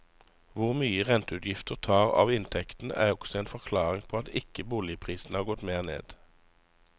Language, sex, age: Norwegian, male, 35